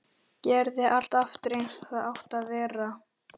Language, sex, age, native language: Icelandic, male, 13, Icelandic